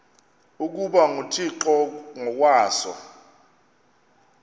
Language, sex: Xhosa, male